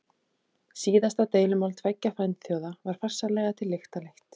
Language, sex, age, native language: Icelandic, female, 30-39, Icelandic